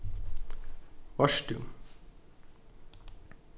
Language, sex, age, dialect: Faroese, male, 15-35, Norðuroyggjar